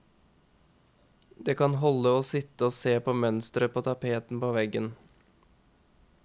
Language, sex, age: Norwegian, male, 21